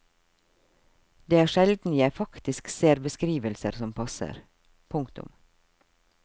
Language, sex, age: Norwegian, female, 52